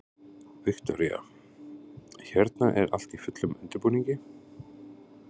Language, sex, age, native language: Icelandic, male, 30-39, Icelandic